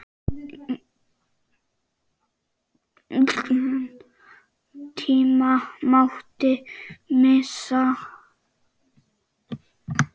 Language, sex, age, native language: Icelandic, male, 5, Czech